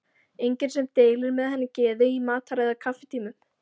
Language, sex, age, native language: Icelandic, female, 14, Icelandic